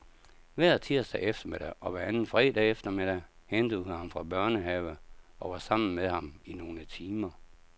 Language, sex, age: Danish, male, 57